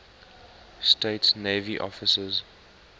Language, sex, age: English, male, 19